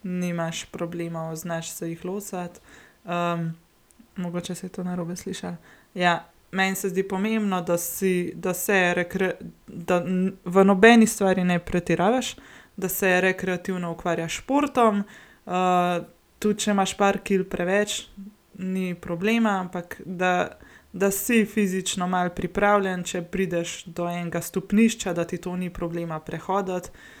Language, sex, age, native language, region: Slovenian, female, 18-29, Slovenian, Gorenjska region